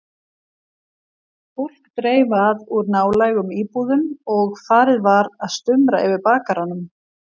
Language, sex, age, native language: Icelandic, female, 50-59, Icelandic